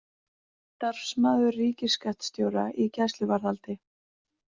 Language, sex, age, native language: Icelandic, female, 40-49, Icelandic